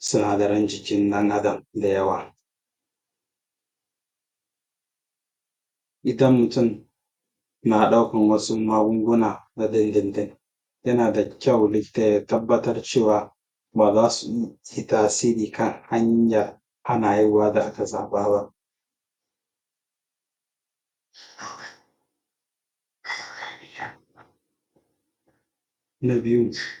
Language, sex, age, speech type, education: Hausa, male, 46-60, spontaneous, tertiary